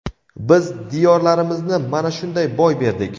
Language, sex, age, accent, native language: Uzbek, male, 18-24, Navoiy, Uzbek